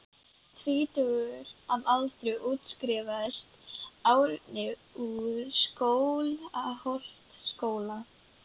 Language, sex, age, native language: Icelandic, female, 11, Icelandic